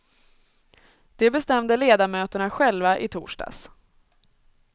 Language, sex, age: Swedish, female, 24